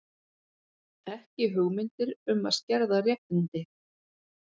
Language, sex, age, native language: Icelandic, female, 50-59, Icelandic